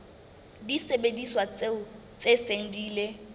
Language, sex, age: Southern Sotho, female, 19